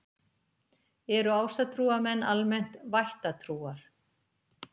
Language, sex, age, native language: Icelandic, female, 50-59, Icelandic